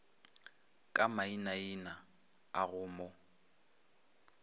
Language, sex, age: Northern Sotho, male, 23